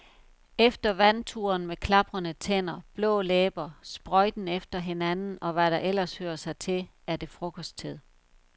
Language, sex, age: Danish, female, 51